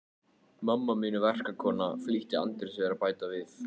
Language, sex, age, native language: Icelandic, male, 14, Icelandic